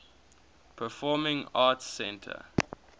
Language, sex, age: English, male, 21